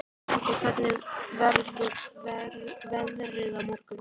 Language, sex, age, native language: Icelandic, female, 11, Icelandic